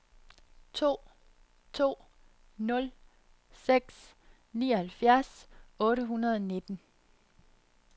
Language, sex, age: Danish, female, 30